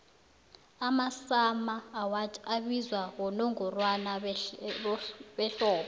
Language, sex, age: South Ndebele, female, 19